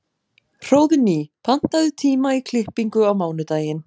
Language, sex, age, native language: Icelandic, female, 40-49, Icelandic